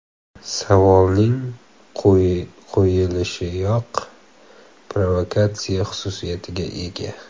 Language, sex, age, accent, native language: Uzbek, male, 18-24, Xorazm, Uzbek